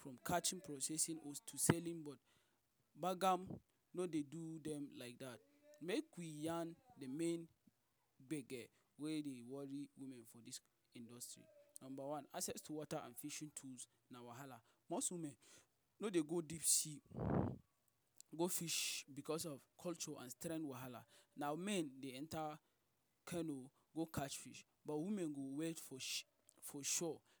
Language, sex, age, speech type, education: Nigerian Pidgin, male, 30-45, spontaneous, tertiary